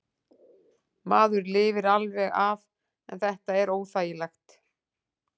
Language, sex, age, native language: Icelandic, female, 40-49, Icelandic